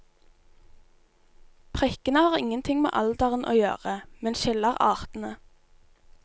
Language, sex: Norwegian, female